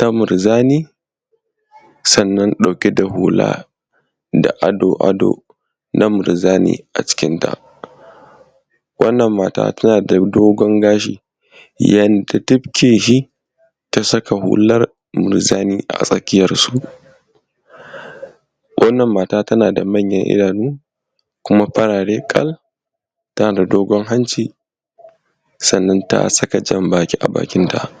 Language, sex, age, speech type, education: Hausa, male, 15-29, spontaneous, tertiary